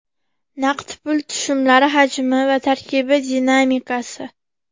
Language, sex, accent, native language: Uzbek, female, Farg'ona, Uzbek